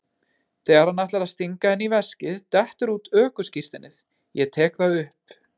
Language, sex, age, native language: Icelandic, male, 20-29, Icelandic